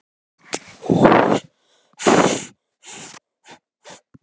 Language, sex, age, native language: Icelandic, male, 13, Icelandic